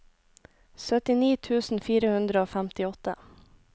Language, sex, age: Norwegian, female, 26